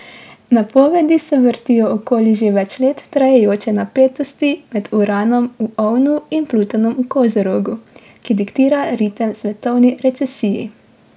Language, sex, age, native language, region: Slovenian, female, 18-29, Slovenian, Drava region